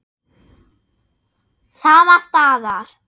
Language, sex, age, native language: Icelandic, female, 8, German